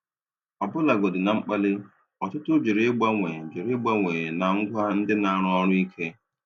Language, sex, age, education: Igbo, male, 30-45, tertiary